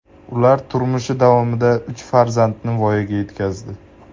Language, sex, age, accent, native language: Uzbek, male, 18-24, Andijon, Uzbek